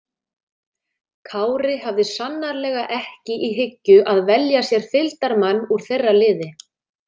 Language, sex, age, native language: Icelandic, female, 30-39, Icelandic